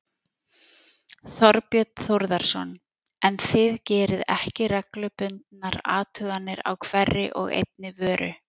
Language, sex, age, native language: Icelandic, female, 40-49, Icelandic